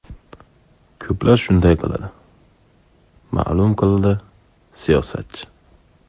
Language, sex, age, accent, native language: Uzbek, male, 25-34, Andijon, Uzbek